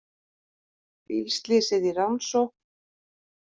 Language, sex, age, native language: Icelandic, female, 50-59, Icelandic